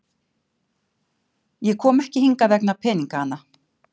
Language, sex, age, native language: Icelandic, female, 50-59, Icelandic